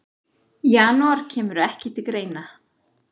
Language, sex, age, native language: Icelandic, female, 30-39, Icelandic